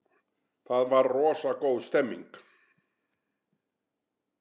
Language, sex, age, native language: Icelandic, male, 60-69, Icelandic